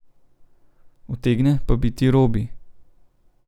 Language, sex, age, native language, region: Slovenian, male, 30-49, Slovenian, Central Slovenia